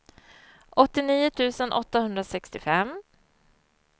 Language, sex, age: Swedish, female, 34